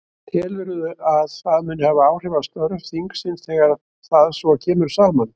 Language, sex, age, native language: Icelandic, male, 60-69, Icelandic